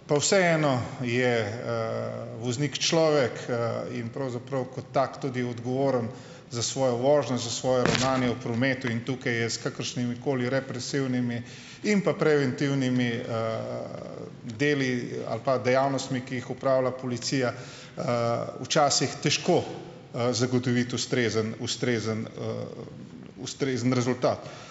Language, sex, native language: Slovenian, male, Slovenian